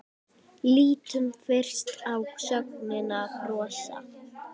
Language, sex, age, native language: Icelandic, female, 10, Icelandic